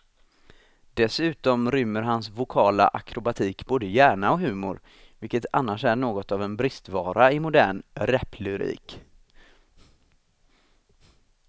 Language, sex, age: Swedish, male, 26